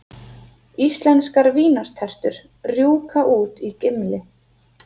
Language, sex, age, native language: Icelandic, female, 30-39, Icelandic